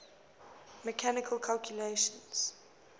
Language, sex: English, female